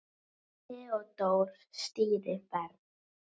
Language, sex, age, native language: Icelandic, female, 9, Icelandic